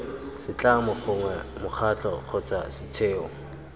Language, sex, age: Tswana, male, 25